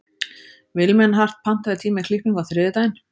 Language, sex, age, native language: Icelandic, female, 30-39, Icelandic